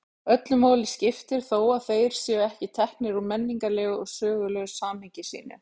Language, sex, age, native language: Icelandic, female, 40-49, Icelandic